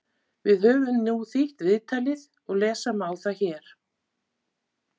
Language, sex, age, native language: Icelandic, female, 50-59, Icelandic